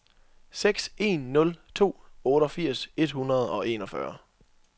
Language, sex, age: Danish, male, 24